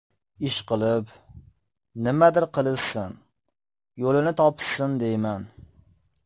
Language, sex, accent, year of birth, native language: Uzbek, male, Farg'ona, 1995, Uzbek